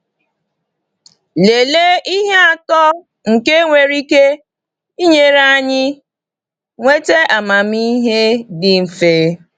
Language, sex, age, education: Igbo, female, 30-45, tertiary